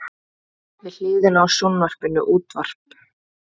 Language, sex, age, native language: Icelandic, female, 20-29, Icelandic